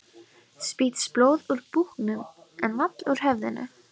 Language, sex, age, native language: Icelandic, female, 12, Icelandic